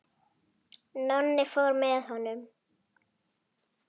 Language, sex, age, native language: Icelandic, female, 9, Icelandic